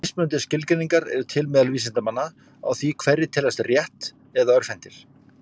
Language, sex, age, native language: Icelandic, male, 50-59, Icelandic